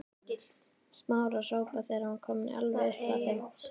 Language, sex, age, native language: Icelandic, female, 13, Icelandic